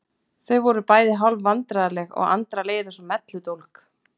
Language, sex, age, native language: Icelandic, female, 40-49, Icelandic